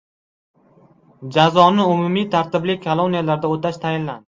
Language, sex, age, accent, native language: Uzbek, male, 12-17, Qashqadaryo, Uzbek